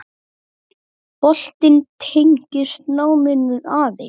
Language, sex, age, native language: Icelandic, male, 8, Icelandic